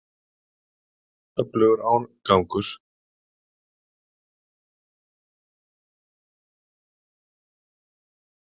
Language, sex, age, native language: Icelandic, male, 40-49, Icelandic